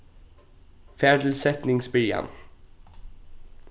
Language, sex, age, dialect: Faroese, male, 15-35, Norðuroyggjar